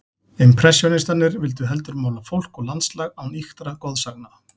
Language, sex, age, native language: Icelandic, male, 40-49, Icelandic